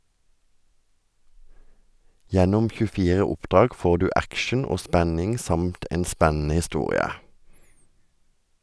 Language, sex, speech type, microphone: Norwegian, male, read, Sennheiser